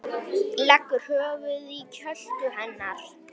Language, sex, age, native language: Icelandic, male, 10, Icelandic